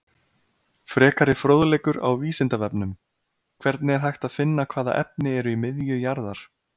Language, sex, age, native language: Icelandic, male, 30-39, Icelandic